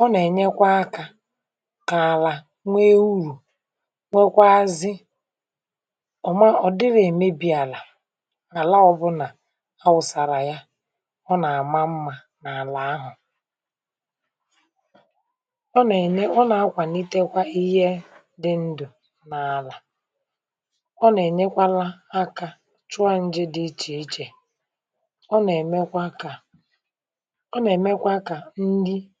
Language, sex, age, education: Igbo, male, 60+, tertiary